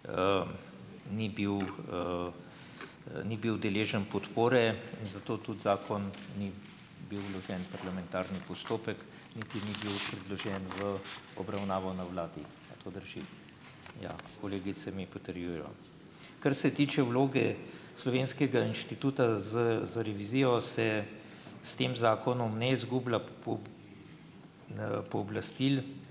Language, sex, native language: Slovenian, male, Slovenian